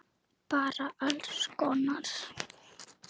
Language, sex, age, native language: Icelandic, female, 9, Icelandic